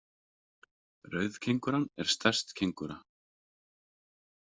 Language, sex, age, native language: Icelandic, male, 30-39, Icelandic